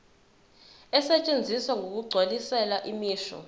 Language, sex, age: Zulu, female, 21